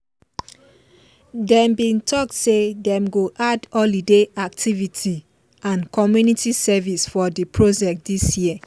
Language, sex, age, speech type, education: Nigerian Pidgin, female, 15-29, spontaneous, tertiary